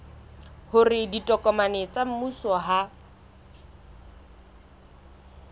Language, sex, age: Southern Sotho, female, 22